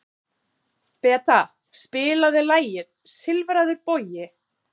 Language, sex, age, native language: Icelandic, female, 30-39, Icelandic